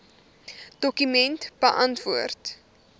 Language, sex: Afrikaans, female